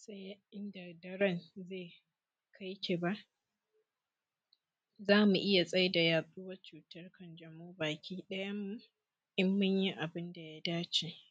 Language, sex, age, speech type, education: Hausa, female, 15-29, spontaneous, secondary